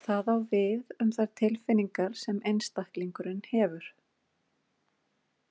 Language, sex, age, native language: Icelandic, female, 40-49, Icelandic